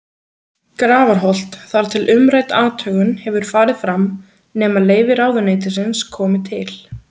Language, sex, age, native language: Icelandic, female, 20-29, Icelandic